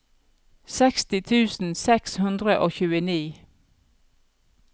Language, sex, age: Norwegian, female, 42